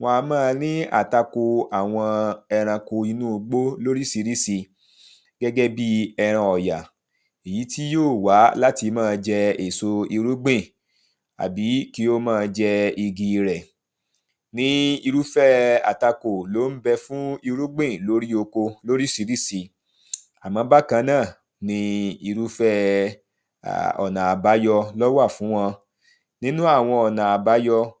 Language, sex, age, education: Yoruba, male, 30-45, primary